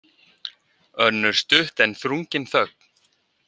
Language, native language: Icelandic, Icelandic